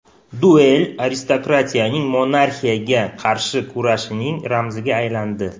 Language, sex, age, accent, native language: Uzbek, male, 35+, Toshkent shahri, Uzbek